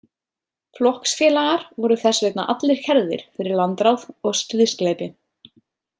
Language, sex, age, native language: Icelandic, female, 30-39, Icelandic